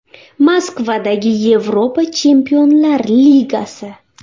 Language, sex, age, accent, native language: Uzbek, female, 19-29, Xorazm, Uzbek